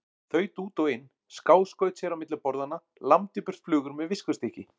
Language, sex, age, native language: Icelandic, male, 40-49, Icelandic